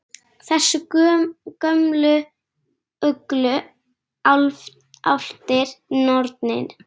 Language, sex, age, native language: Icelandic, female, 10, Icelandic